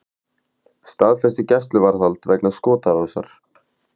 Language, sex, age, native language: Icelandic, male, 18-19, Icelandic